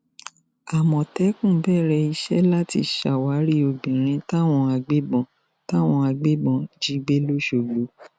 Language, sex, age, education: Yoruba, female, 46-60, tertiary